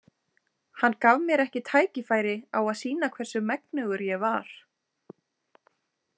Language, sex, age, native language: Icelandic, female, 20-29, Icelandic